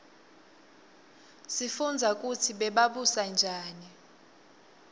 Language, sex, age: Swati, female, 21